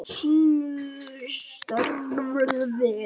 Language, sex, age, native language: Icelandic, male, 7, Icelandic